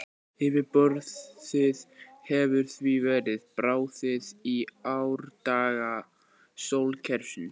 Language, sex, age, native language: Icelandic, male, 18-19, Icelandic